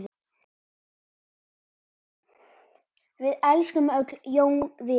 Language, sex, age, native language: Icelandic, female, 10, Icelandic